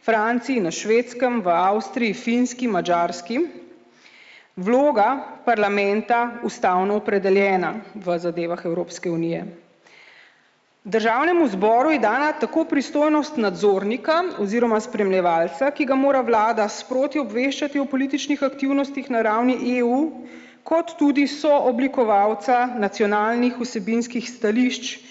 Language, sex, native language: Slovenian, female, Slovenian